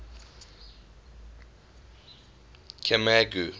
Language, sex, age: English, male, 20